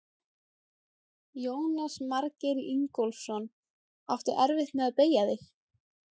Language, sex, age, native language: Icelandic, female, 17, Icelandic